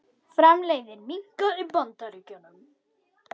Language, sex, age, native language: Icelandic, female, 21, Icelandic